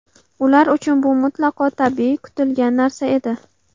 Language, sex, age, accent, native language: Uzbek, female, 18-24, Qashqadaryo, Uzbek